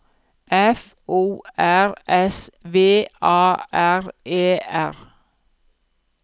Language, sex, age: Norwegian, female, 42